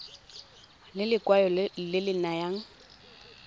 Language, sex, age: Tswana, female, 22